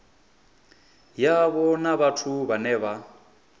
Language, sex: Venda, male